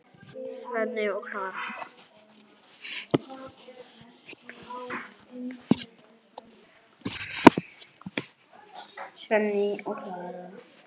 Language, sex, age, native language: Icelandic, female, 10, Icelandic